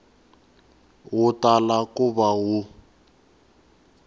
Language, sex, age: Tsonga, male, 19